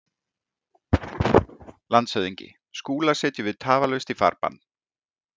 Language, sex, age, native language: Icelandic, male, 40-49, Icelandic